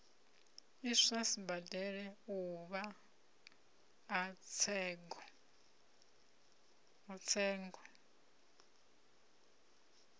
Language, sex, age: Venda, female, 30